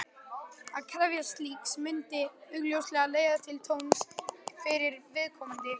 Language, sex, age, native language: Icelandic, male, 11, Icelandic